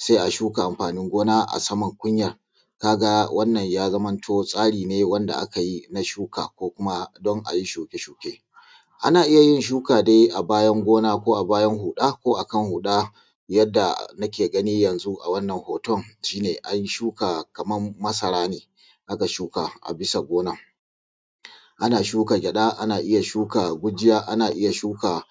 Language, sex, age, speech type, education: Hausa, male, 30-45, spontaneous, tertiary